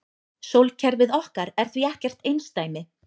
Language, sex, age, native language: Icelandic, female, 30-39, Icelandic